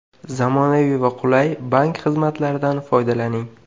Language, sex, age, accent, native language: Uzbek, male, 18-24, Qashqadaryo, Uzbek